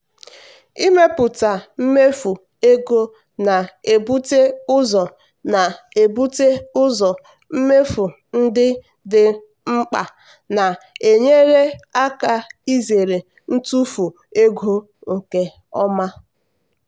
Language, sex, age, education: Igbo, female, 15-29, tertiary